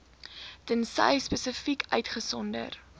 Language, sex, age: Afrikaans, female, 18